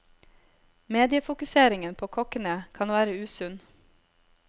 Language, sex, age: Norwegian, female, 26